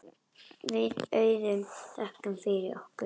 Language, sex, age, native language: Icelandic, female, 10, Icelandic